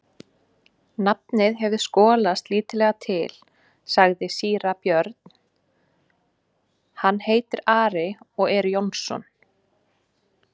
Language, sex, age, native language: Icelandic, female, 20-29, Icelandic